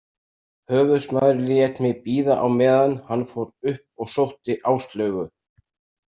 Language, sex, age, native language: Icelandic, male, 60-69, Icelandic